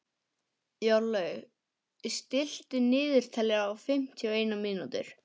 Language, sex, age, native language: Icelandic, male, 11, English